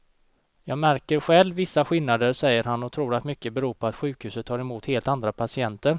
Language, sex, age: Swedish, male, 29